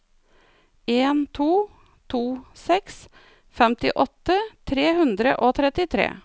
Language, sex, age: Norwegian, female, 49